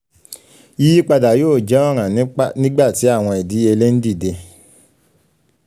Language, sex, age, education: Yoruba, male, 15-29, secondary